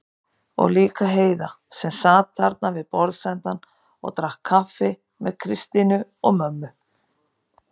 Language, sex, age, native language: Icelandic, female, 50-59, Icelandic